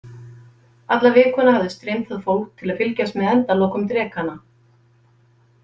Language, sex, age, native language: Icelandic, female, 50-59, Icelandic